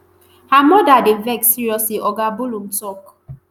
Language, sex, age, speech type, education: Nigerian Pidgin, male, 30-45, spontaneous, tertiary